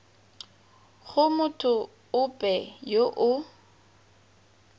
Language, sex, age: Tswana, female, 18